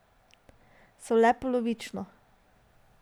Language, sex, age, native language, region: Slovenian, female, 18-29, Slovenian, Drava region